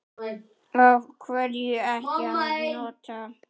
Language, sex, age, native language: Icelandic, male, 9, Icelandic